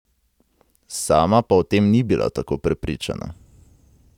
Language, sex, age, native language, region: Slovenian, male, 18-29, Slovenian, Central Slovenia